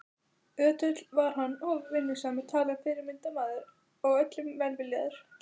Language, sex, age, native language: Icelandic, female, 12, Icelandic